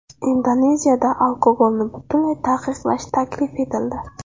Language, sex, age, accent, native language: Uzbek, female, 19-29, Navoiy, Uzbek